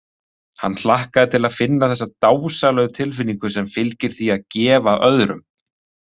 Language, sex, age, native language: Icelandic, male, 30-39, Icelandic